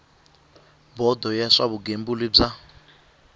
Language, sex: Tsonga, male